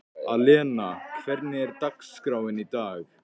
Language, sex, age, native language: Icelandic, male, 15, Icelandic